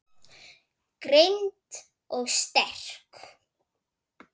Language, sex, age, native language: Icelandic, female, 9, Icelandic